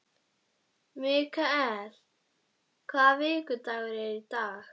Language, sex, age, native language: Icelandic, female, 12, Icelandic